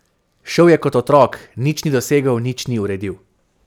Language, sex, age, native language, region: Slovenian, male, 18-29, Slovenian, Savinja region